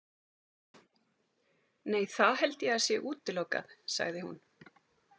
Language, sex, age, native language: Icelandic, female, 40-49, Icelandic